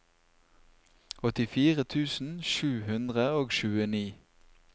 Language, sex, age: Norwegian, male, 24